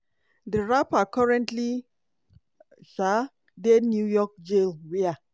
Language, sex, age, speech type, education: Nigerian Pidgin, female, 30-45, spontaneous, tertiary